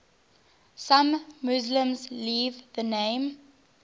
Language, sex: English, female